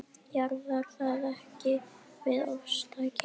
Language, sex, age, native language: Icelandic, female, 10, Icelandic